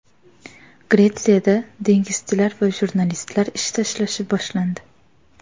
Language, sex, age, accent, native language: Uzbek, female, 18-24, Surxondaryo, Uzbek